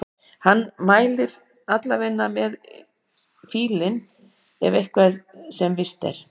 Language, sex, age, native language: Icelandic, female, 60-69, Icelandic